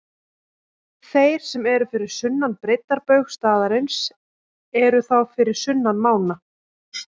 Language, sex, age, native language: Icelandic, female, 30-39, Icelandic